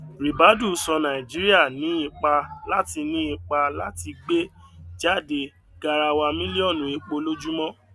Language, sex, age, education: Yoruba, male, 15-29, tertiary